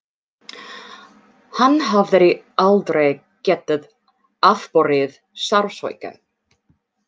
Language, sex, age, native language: Icelandic, female, 40-49, English